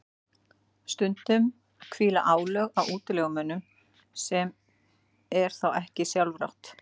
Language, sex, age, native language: Icelandic, female, 40-49, Icelandic